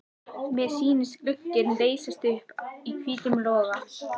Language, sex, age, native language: Icelandic, female, 14, Icelandic